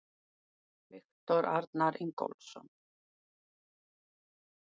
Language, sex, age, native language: Icelandic, female, 70-79, Icelandic